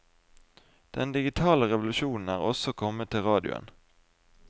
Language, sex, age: Norwegian, male, 20